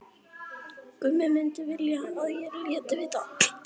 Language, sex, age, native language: Icelandic, female, 11, Icelandic